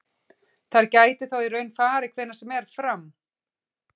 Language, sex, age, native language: Icelandic, female, 40-49, Icelandic